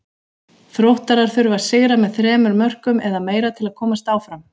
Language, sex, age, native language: Icelandic, female, 40-49, Icelandic